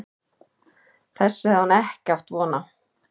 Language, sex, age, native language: Icelandic, male, 11, Icelandic